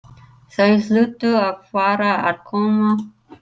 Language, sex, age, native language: Icelandic, female, 30-39, English